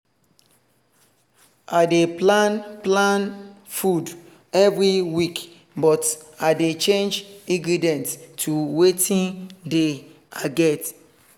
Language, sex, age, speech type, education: Nigerian Pidgin, male, 30-45, spontaneous, tertiary